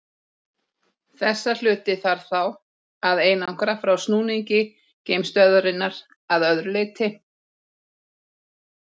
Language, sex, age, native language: Icelandic, female, 40-49, Icelandic